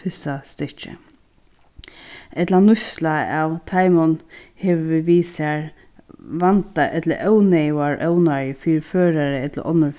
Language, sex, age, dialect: Faroese, female, 36-60, Sandoy